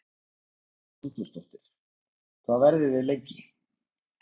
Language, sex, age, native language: Icelandic, male, 20-29, Icelandic